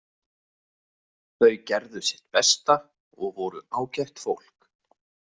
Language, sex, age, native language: Icelandic, male, 30-39, Icelandic